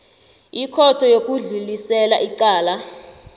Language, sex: South Ndebele, female